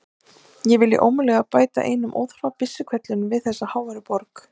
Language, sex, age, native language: Icelandic, female, 30-39, Icelandic